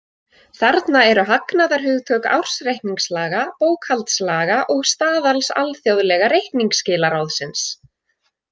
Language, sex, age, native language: Icelandic, female, 20-29, Icelandic